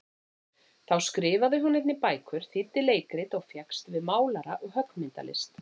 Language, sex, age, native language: Icelandic, female, 40-49, Icelandic